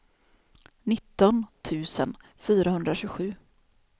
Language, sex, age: Swedish, female, 28